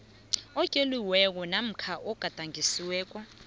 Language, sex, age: South Ndebele, female, 22